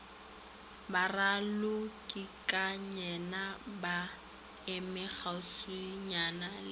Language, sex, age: Northern Sotho, female, 18